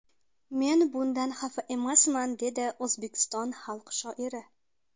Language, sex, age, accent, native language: Uzbek, female, 19-29, Qashqadaryo, Uzbek